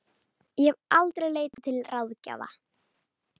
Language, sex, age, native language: Icelandic, female, 30-39, Icelandic